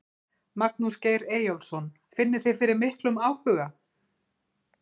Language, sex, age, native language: Icelandic, female, 40-49, Icelandic